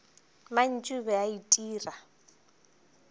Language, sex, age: Northern Sotho, female, 22